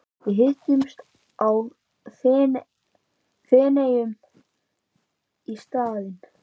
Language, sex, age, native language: Icelandic, male, 11, Icelandic